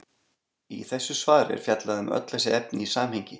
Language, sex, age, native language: Icelandic, male, 40-49, Icelandic